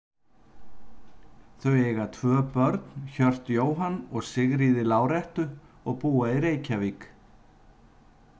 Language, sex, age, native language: Icelandic, male, 50-59, Icelandic